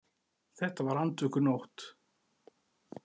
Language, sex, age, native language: Icelandic, male, 40-49, Icelandic